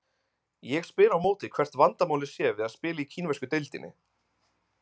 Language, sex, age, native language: Icelandic, male, 20-29, Icelandic